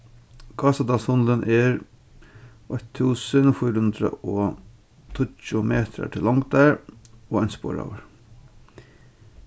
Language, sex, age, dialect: Faroese, male, 36-60, Norðurstreymoy/Eysturoy